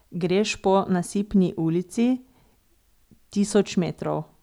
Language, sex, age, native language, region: Slovenian, female, 18-29, Slovenian, Drava region